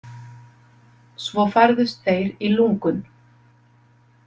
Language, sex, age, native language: Icelandic, female, 50-59, Icelandic